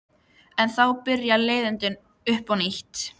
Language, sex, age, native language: Icelandic, female, 13, Icelandic